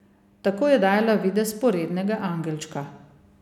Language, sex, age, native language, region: Slovenian, female, 50-59, Slovenian, Savinja region